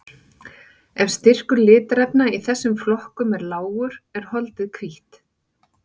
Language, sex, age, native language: Icelandic, female, 40-49, Icelandic